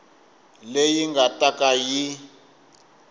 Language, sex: Tsonga, male